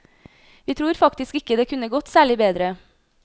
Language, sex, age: Norwegian, female, 26